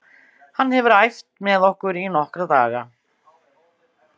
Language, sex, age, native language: Icelandic, female, 60-69, Icelandic